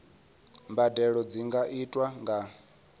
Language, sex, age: Venda, male, 22